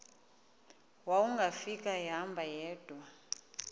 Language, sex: Xhosa, female